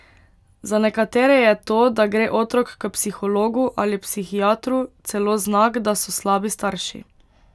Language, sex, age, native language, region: Slovenian, female, 18-29, Slovenian, Pomurje region